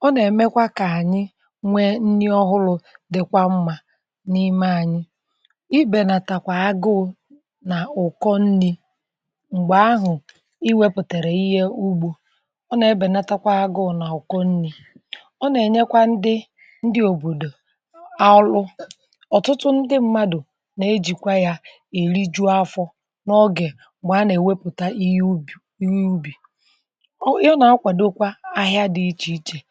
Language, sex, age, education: Igbo, female, 30-45, tertiary